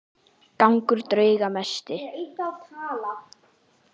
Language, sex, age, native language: Icelandic, female, 10, Icelandic